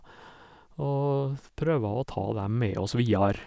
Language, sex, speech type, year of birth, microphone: Norwegian, male, spontaneous, 1956, Sennheiser